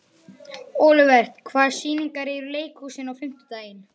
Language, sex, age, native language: Icelandic, male, 11, Icelandic